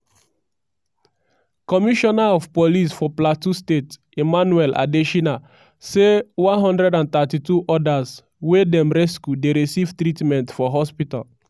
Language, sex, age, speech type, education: Nigerian Pidgin, male, 15-29, spontaneous, tertiary